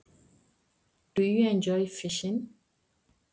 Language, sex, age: Icelandic, female, 20-29